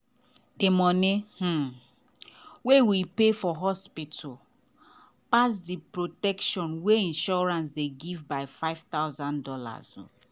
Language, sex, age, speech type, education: Nigerian Pidgin, female, 30-45, spontaneous, tertiary